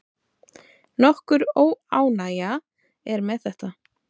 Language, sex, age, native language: Icelandic, female, 30-39, Icelandic